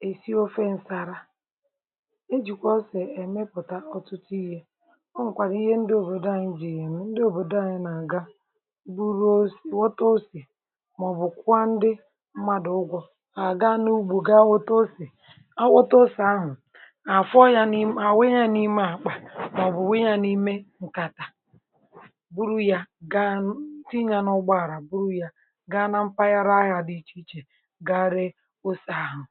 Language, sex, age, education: Igbo, female, 60+, tertiary